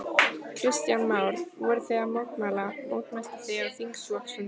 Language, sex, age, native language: Icelandic, female, 14, Icelandic